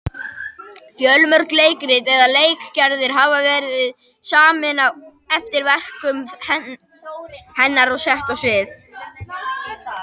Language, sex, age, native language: Icelandic, male, 21, Icelandic